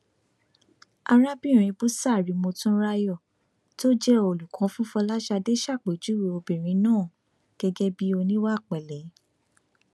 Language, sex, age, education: Yoruba, female, 15-29, tertiary